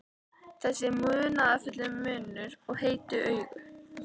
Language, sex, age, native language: Icelandic, female, 13, Icelandic